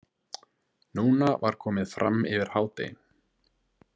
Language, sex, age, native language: Icelandic, male, 20-29, Icelandic